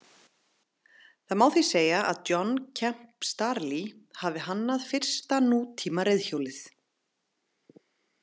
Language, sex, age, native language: Icelandic, female, 30-39, Icelandic